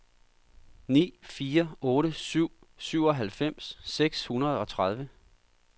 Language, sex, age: Danish, male, 39